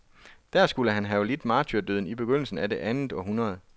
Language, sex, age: Danish, male, 33